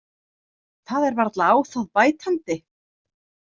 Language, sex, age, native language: Icelandic, female, 30-39, Icelandic